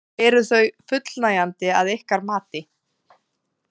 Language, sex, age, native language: Icelandic, female, 20-29, Icelandic